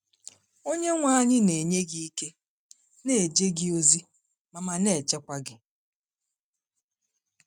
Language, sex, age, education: Igbo, female, 30-45, tertiary